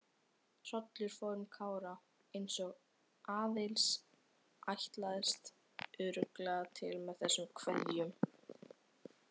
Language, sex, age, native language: Icelandic, female, 18-19, Icelandic